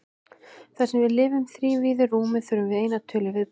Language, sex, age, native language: Icelandic, female, 16, Icelandic